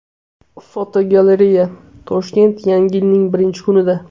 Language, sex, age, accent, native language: Uzbek, male, 18-24, Namangan, Uzbek